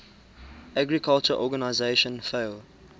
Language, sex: English, male